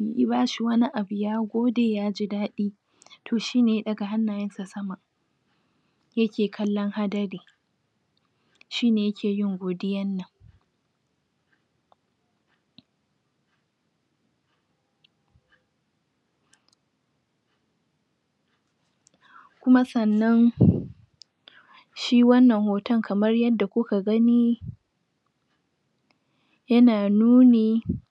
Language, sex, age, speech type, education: Hausa, female, 15-29, spontaneous, tertiary